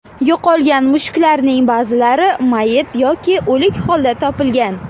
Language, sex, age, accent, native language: Uzbek, female, 18-24, Surxondaryo, Uzbek